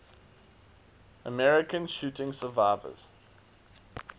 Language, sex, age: English, male, 19